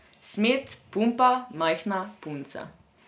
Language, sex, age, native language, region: Slovenian, female, 18-29, Serbian, Drava region